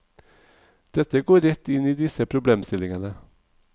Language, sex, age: Norwegian, male, 45